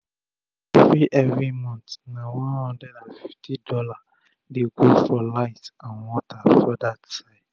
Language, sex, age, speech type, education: Nigerian Pidgin, male, 30-45, spontaneous, tertiary